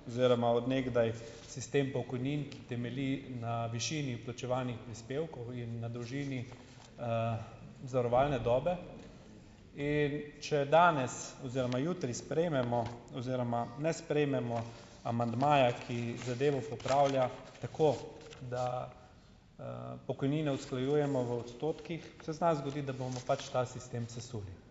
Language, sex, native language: Slovenian, male, Slovenian